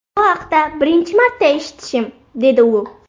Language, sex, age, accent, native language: Uzbek, female, 12-17, Buxoro, Uzbek